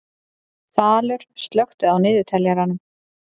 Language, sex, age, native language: Icelandic, female, 30-39, Icelandic